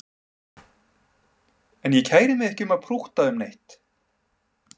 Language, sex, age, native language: Icelandic, male, 30-39, Icelandic